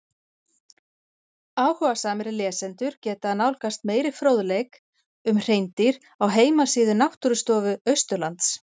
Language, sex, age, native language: Icelandic, female, 40-49, Icelandic